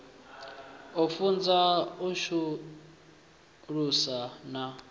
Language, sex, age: Venda, male, 24